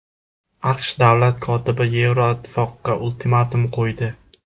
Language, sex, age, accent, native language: Uzbek, male, 18-24, Jizzax, Uzbek